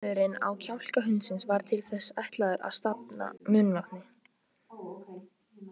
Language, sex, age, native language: Icelandic, female, 18-19, Icelandic